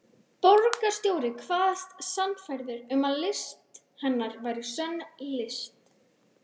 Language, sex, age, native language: Icelandic, female, 12, Icelandic